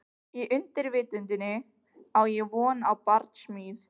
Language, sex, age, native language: Icelandic, other, 15, Icelandic